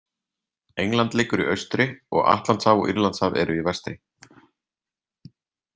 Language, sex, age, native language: Icelandic, male, 30-39, Icelandic